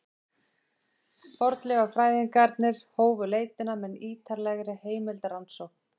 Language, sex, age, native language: Icelandic, female, 20-29, Icelandic